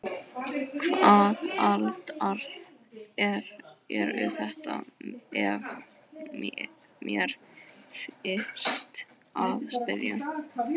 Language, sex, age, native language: Icelandic, female, 12, Icelandic